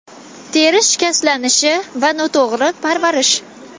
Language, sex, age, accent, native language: Uzbek, female, 19-29, Toshkent viloyati, Kazakh